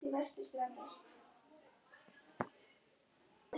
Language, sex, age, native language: Icelandic, female, 12, Icelandic